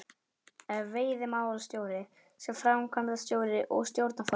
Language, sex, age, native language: Icelandic, male, 11, Icelandic